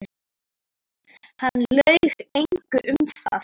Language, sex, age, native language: Icelandic, female, 10, Icelandic